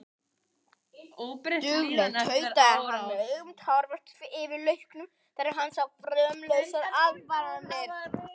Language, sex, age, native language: Icelandic, male, 18-19, Icelandic